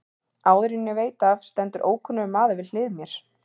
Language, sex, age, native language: Icelandic, female, 30-39, Icelandic